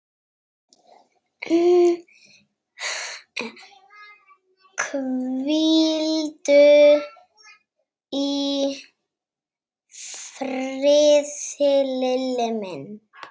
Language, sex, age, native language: Icelandic, female, 6, Icelandic